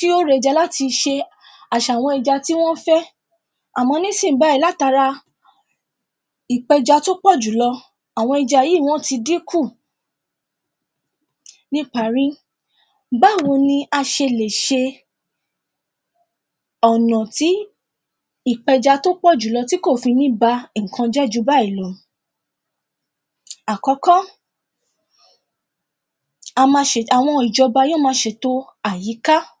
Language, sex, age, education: Yoruba, female, 15-29, tertiary